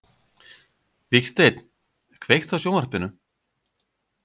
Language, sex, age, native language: Icelandic, male, 50-59, Icelandic